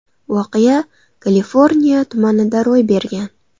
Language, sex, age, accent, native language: Uzbek, female, 19-29, Andijon, Uzbek